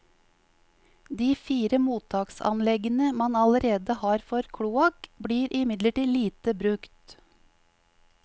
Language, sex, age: Norwegian, female, 50